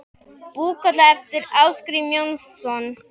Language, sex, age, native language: Icelandic, male, 10, Icelandic